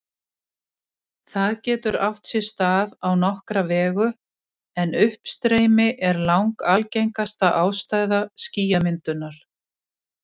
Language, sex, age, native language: Icelandic, female, 60-69, Icelandic